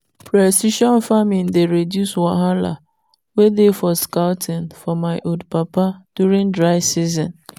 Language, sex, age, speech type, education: Nigerian Pidgin, female, 30-45, spontaneous, tertiary